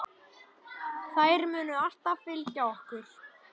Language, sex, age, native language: Icelandic, male, 10, Icelandic